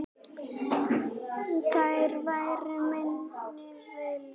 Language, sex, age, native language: Icelandic, male, 9, Icelandic